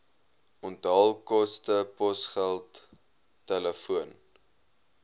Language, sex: Afrikaans, male